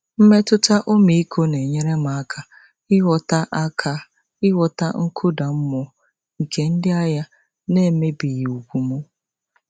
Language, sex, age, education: Igbo, female, 30-45, tertiary